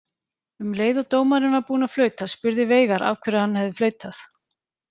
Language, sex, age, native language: Icelandic, female, 40-49, Icelandic